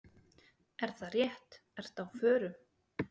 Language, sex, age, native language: Icelandic, female, 30-39, Icelandic